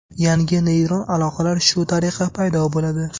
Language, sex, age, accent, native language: Uzbek, male, 18-24, Farg'ona, Uzbek